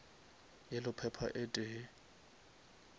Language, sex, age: Northern Sotho, male, 23